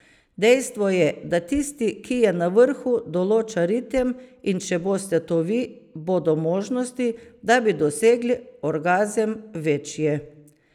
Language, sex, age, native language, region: Slovenian, female, 50-59, Slovenian, Savinja region